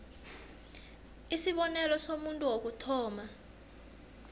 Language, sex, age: South Ndebele, female, 22